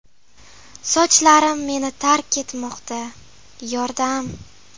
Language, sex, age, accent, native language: Uzbek, female, 12-17, Farg'ona, Uzbek